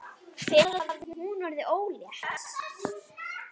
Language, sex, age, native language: Icelandic, female, 9, Icelandic